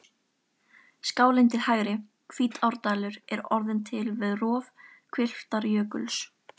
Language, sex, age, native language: Icelandic, female, 13, Icelandic